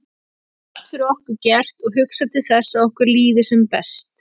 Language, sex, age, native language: Icelandic, female, 30-39, Icelandic